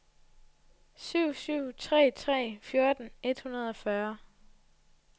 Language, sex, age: Danish, female, 20